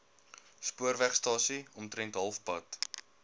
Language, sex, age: Afrikaans, male, 22